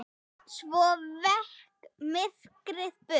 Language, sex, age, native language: Icelandic, female, 8, Icelandic